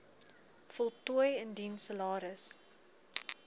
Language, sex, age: Afrikaans, female, 20